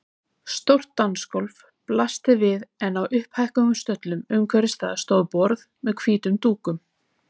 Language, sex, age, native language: Icelandic, female, 30-39, Icelandic